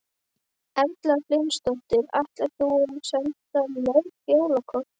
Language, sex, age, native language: Icelandic, female, 12, Icelandic